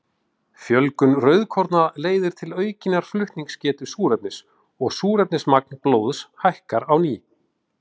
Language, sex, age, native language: Icelandic, male, 40-49, Icelandic